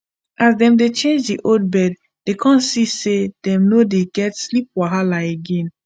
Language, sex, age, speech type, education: Nigerian Pidgin, female, 15-29, spontaneous, tertiary